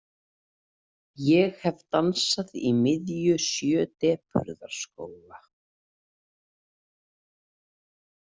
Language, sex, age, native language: Icelandic, female, 30-39, Icelandic